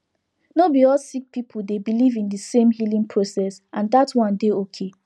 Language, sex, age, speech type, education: Nigerian Pidgin, female, 15-29, spontaneous, tertiary